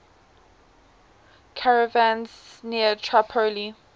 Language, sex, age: English, female, 18